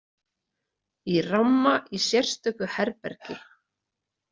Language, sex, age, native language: Icelandic, female, 30-39, Icelandic